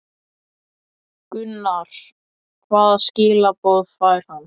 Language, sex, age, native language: Icelandic, male, 8, Icelandic